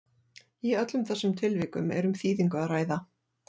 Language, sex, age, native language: Icelandic, female, 40-49, Icelandic